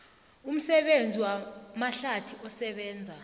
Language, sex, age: South Ndebele, female, 20